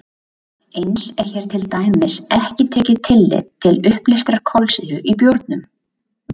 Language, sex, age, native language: Icelandic, female, 20-29, Icelandic